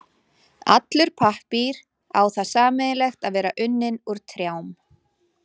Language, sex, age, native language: Icelandic, female, 40-49, Icelandic